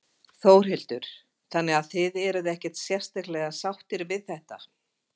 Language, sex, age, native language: Icelandic, female, 50-59, Icelandic